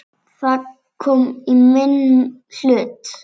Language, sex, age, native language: Icelandic, female, 7, Icelandic